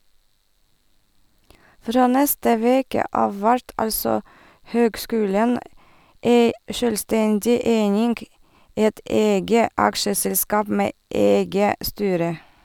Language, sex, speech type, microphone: Norwegian, female, read, Sennheiser